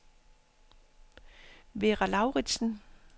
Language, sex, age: Danish, female, 50